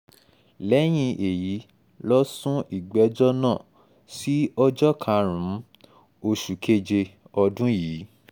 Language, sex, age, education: Yoruba, male, 15-29, tertiary